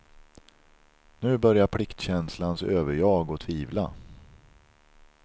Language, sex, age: Swedish, male, 43